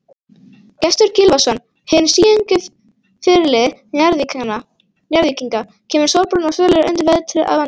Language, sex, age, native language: Icelandic, female, 18-19, Icelandic